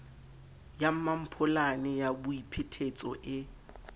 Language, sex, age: Southern Sotho, male, 20